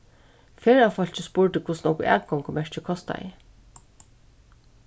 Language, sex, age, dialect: Faroese, female, 36-60, Suðuroy